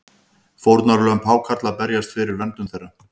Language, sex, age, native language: Icelandic, male, 50-59, Icelandic